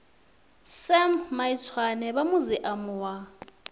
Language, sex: Venda, female